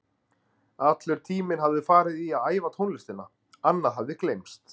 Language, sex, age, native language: Icelandic, male, 30-39, Icelandic